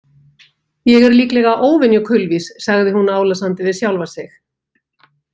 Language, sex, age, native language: Icelandic, female, 20-29, Icelandic